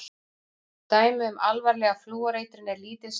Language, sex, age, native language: Icelandic, female, 40-49, Icelandic